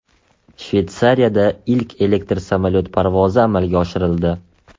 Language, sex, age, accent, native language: Uzbek, male, 18-24, Toshkent shahri, Uzbek